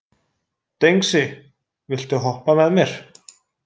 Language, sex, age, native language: Icelandic, male, 20-29, Icelandic